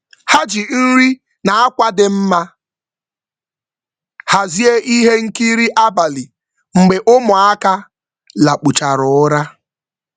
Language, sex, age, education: Igbo, male, 15-29, tertiary